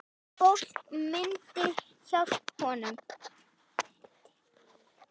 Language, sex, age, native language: Icelandic, female, 8, Icelandic